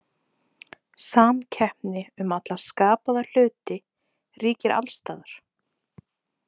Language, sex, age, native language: Icelandic, female, 20-29, Icelandic